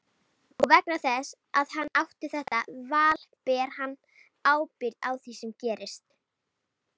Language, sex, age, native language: Icelandic, female, 30-39, Icelandic